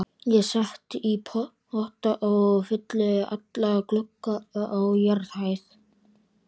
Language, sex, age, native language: Icelandic, male, 12, Icelandic